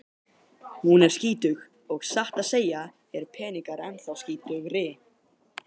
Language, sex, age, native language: Icelandic, male, 18-19, Icelandic